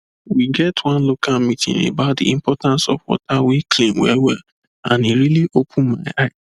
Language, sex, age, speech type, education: Nigerian Pidgin, male, 15-29, spontaneous, tertiary